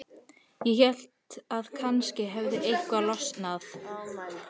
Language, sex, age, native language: Icelandic, female, 13, Icelandic